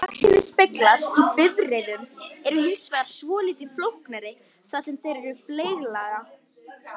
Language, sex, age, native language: Icelandic, female, 18-19, Icelandic